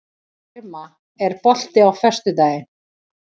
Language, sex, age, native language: Icelandic, female, 40-49, Icelandic